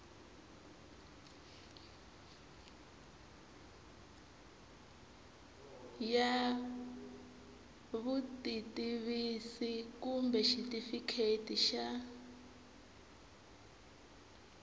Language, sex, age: Tsonga, female, 24